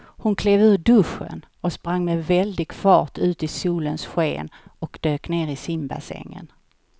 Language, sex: Swedish, female